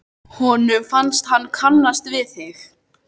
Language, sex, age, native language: Icelandic, male, 13, Icelandic